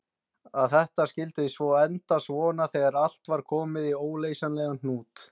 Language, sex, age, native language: Icelandic, male, 20-29, Icelandic